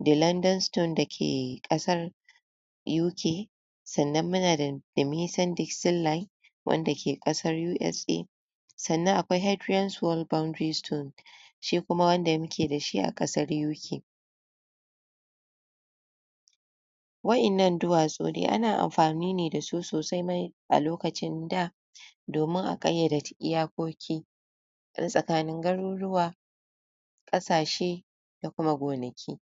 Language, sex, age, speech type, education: Hausa, female, 46-60, spontaneous, tertiary